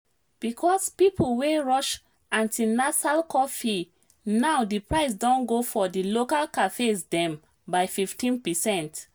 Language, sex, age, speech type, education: Nigerian Pidgin, female, 30-45, spontaneous, tertiary